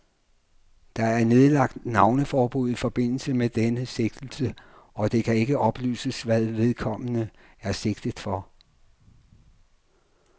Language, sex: Danish, male